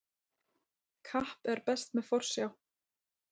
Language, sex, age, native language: Icelandic, female, 30-39, Icelandic